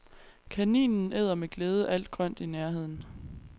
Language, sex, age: Danish, female, 23